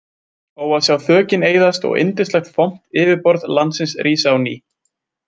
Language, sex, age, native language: Icelandic, male, 20-29, Icelandic